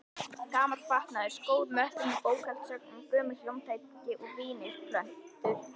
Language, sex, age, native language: Icelandic, female, 11, Icelandic